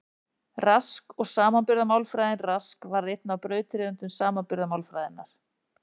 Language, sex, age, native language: Icelandic, female, 40-49, Icelandic